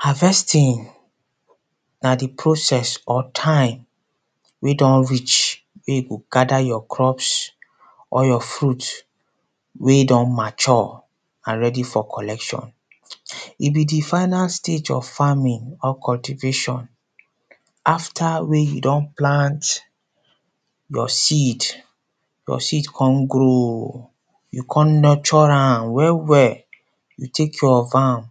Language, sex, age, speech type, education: Nigerian Pidgin, male, 30-45, spontaneous, secondary